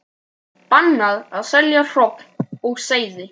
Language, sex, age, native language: Icelandic, male, 12, Icelandic